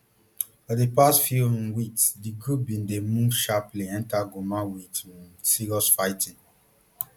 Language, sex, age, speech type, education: Nigerian Pidgin, male, 30-45, spontaneous, tertiary